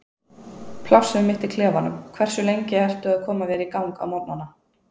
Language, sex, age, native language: Icelandic, female, 20-29, Icelandic